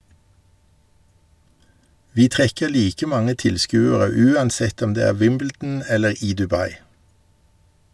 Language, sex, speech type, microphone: Norwegian, male, read, Shure